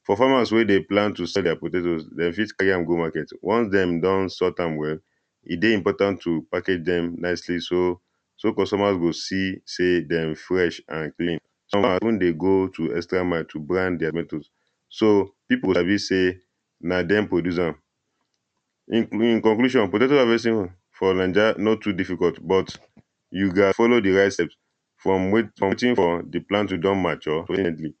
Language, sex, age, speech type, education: Nigerian Pidgin, male, 15-29, spontaneous, primary